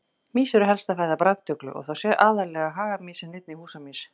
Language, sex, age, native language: Icelandic, female, 40-49, Icelandic